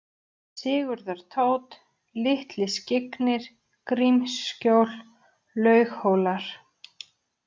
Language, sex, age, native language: Icelandic, female, 30-39, Icelandic